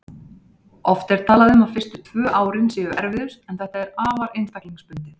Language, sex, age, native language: Icelandic, female, 30-39, Icelandic